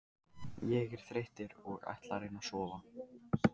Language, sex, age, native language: Icelandic, male, 15, Icelandic